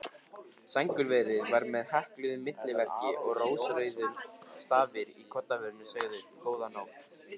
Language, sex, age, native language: Icelandic, male, 50-59, Icelandic